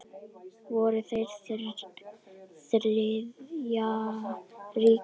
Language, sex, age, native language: Icelandic, female, 10, Icelandic